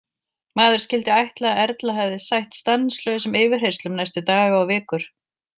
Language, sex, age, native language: Icelandic, female, 40-49, Icelandic